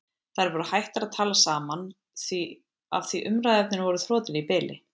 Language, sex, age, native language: Icelandic, female, 20-29, Icelandic